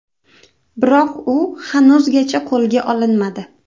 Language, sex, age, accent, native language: Uzbek, female, 18-24, Andijon, Uzbek